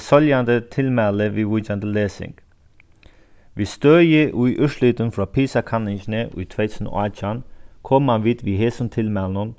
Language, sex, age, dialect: Faroese, male, 36-60, Sandoy